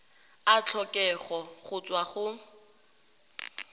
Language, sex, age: Tswana, female, 31